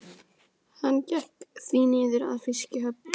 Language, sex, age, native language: Icelandic, female, 14, Icelandic